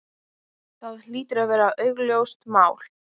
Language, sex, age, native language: Icelandic, other, 12, Icelandic